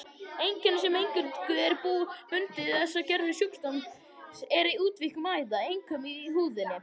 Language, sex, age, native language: Icelandic, male, 21, Icelandic